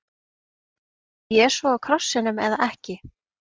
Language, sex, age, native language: Icelandic, female, 30-39, Icelandic